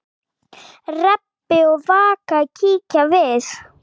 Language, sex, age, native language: Icelandic, female, 8, Icelandic